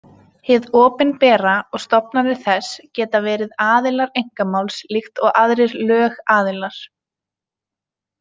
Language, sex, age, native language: Icelandic, female, 20-29, Icelandic